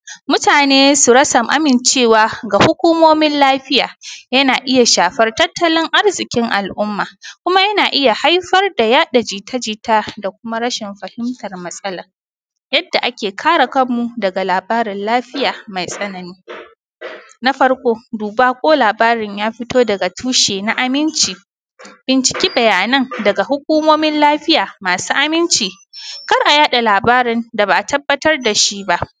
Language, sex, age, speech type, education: Hausa, female, 15-29, spontaneous, primary